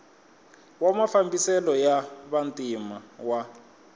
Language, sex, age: Tsonga, male, 21